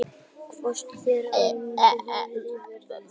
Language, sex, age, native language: Icelandic, female, 18-19, Icelandic